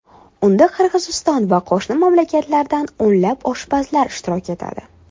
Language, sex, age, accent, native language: Uzbek, female, 19-29, Toshkent shahri, Uzbek